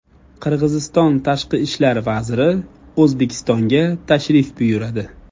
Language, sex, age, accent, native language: Uzbek, male, 25-34, Jizzax, Uzbek